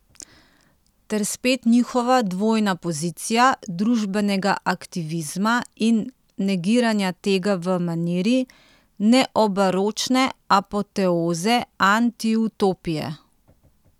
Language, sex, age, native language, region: Slovenian, female, 30-49, Slovenian, Central Slovenia